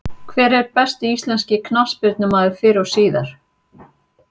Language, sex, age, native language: Icelandic, female, 40-49, Icelandic